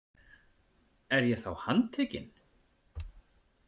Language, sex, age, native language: Icelandic, male, 40-49, Icelandic